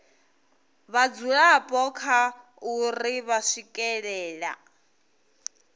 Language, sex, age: Venda, female, 22